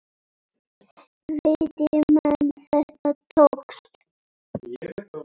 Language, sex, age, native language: Icelandic, male, 7, Icelandic